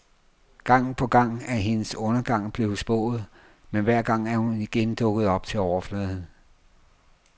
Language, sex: Danish, male